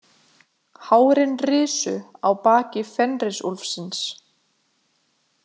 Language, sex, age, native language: Icelandic, female, 20-29, Icelandic